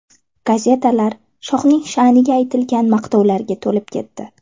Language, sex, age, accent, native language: Uzbek, female, 18-24, Toshkent shahri, Uzbek